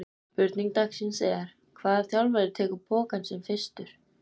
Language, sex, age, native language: Icelandic, female, 20-29, Icelandic